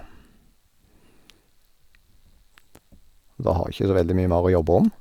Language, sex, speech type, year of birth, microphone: Norwegian, male, spontaneous, 1972, Sennheiser